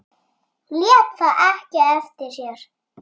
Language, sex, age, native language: Icelandic, male, 6, Icelandic